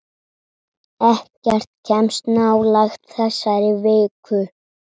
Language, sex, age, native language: Icelandic, male, 7, Icelandic